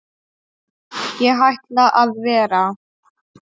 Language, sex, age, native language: Icelandic, male, 8, Polish